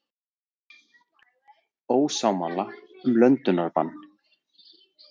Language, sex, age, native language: Icelandic, male, 40-49, Icelandic